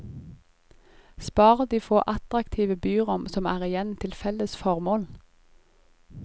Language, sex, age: Norwegian, female, 25